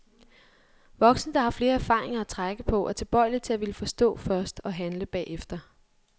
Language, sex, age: Danish, female, 23